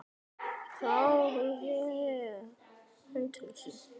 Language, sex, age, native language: Icelandic, female, 8, Icelandic